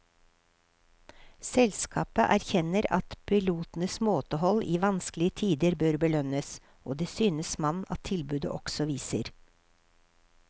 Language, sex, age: Norwegian, female, 53